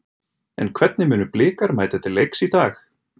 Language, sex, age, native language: Icelandic, male, 30-39, Icelandic